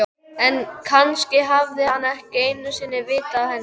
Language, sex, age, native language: Icelandic, male, 12, Icelandic